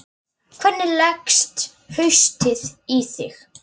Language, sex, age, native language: Icelandic, male, 9, Icelandic